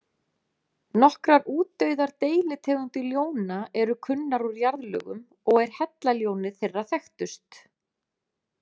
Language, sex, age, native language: Icelandic, female, 30-39, Icelandic